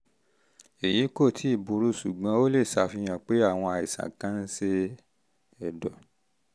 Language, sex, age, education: Yoruba, male, 30-45, tertiary